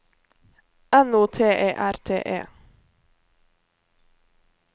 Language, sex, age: Norwegian, female, 21